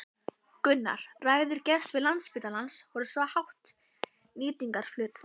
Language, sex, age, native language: Icelandic, female, 11, Icelandic